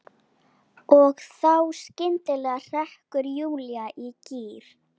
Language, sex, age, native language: Icelandic, female, 11, Icelandic